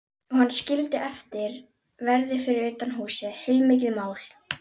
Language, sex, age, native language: Icelandic, female, 11, Icelandic